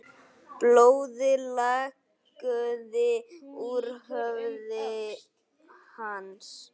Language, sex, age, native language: Icelandic, male, 9, Icelandic